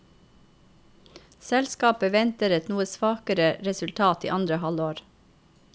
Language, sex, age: Norwegian, female, 45